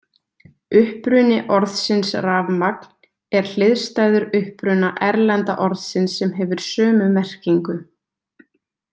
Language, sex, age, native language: Icelandic, female, 20-29, Icelandic